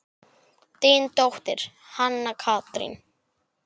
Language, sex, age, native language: Icelandic, male, 10, Icelandic